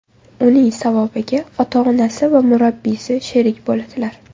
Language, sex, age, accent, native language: Uzbek, female, 18-24, Toshkent shahri, Uzbek